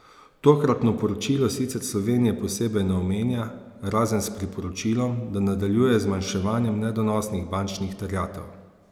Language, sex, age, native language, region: Slovenian, male, 30-49, Slovenian, Savinja region